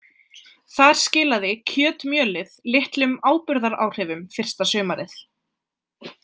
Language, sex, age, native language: Icelandic, female, 20-29, Icelandic